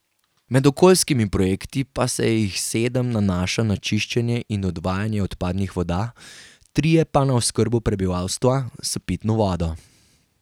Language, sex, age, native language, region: Slovenian, male, 18-29, Slovenian, Carinthia region